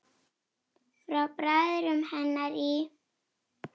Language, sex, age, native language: Icelandic, female, 9, Icelandic